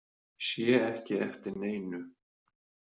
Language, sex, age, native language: Icelandic, male, 30-39, Icelandic